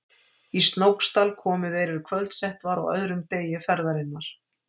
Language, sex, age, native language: Icelandic, female, 50-59, Icelandic